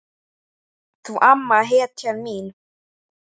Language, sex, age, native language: Icelandic, male, 8, Icelandic